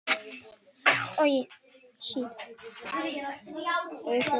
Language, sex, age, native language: Icelandic, male, 10, Icelandic